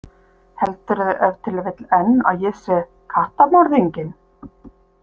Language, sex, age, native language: Icelandic, female, 50-59, Icelandic